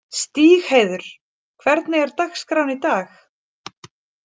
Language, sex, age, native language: Icelandic, female, 40-49, Icelandic